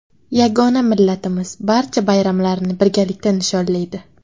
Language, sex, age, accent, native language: Uzbek, female, 18-24, Qashqadaryo, Uzbek